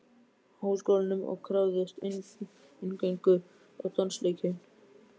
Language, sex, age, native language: Icelandic, male, 12, Icelandic